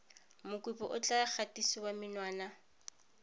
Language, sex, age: Tswana, female, 31